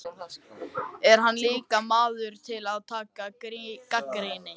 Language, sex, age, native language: Icelandic, male, 13, Icelandic